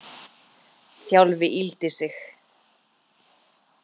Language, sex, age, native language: Icelandic, female, 30-39, Icelandic